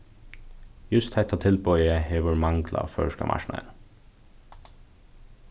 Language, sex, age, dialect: Faroese, male, 15-35, Suðurstreymoy